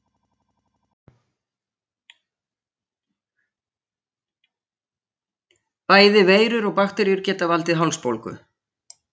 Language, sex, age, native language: Icelandic, female, 60-69, Icelandic